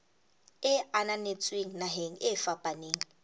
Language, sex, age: Southern Sotho, female, 20